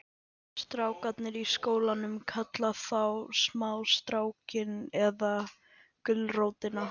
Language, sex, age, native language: Icelandic, male, 11, Icelandic